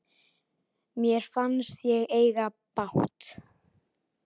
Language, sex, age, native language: Icelandic, male, 10, Icelandic